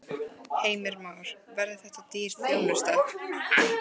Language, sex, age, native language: Icelandic, female, 14, Icelandic